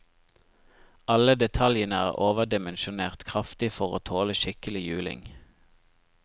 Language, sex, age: Norwegian, male, 25